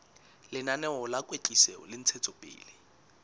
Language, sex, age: Southern Sotho, male, 19